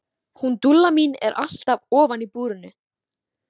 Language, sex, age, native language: Icelandic, female, 13, Icelandic